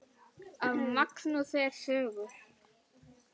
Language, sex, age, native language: Icelandic, female, 10, Icelandic